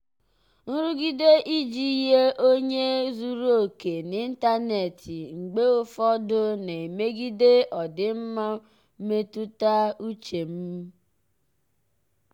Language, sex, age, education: Igbo, male, 15-29, tertiary